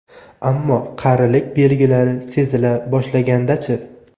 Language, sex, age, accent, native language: Uzbek, male, 18-24, Toshkent shahri, Uzbek